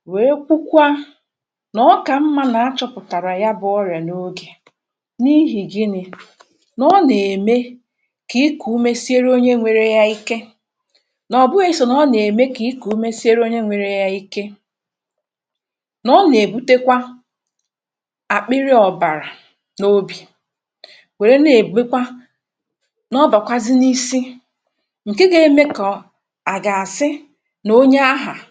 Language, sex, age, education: Igbo, female, 46-60, tertiary